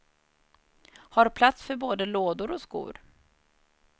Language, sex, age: Swedish, female, 30